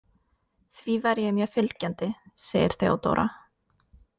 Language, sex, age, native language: Icelandic, female, 20-29, Norwegian